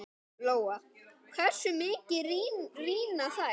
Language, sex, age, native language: Icelandic, male, 10, Icelandic